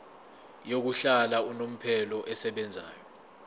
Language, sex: Zulu, male